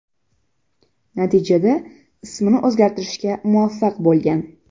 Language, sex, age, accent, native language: Uzbek, female, 12-17, Jizzax, Uzbek